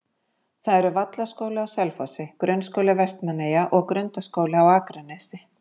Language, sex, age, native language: Icelandic, female, 50-59, Icelandic